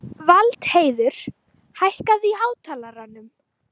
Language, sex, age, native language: Icelandic, female, 18-19, Icelandic